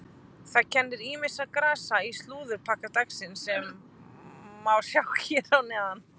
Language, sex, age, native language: Icelandic, female, 20-29, Icelandic